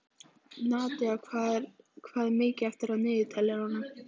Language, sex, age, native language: Icelandic, female, 15, Icelandic